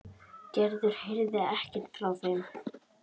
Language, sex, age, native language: Icelandic, male, 10, Icelandic